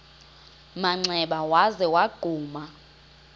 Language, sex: Xhosa, female